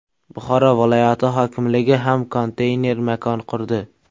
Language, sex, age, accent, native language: Uzbek, male, 25-34, Samarqand, Uzbek